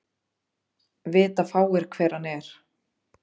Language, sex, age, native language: Icelandic, female, 30-39, Icelandic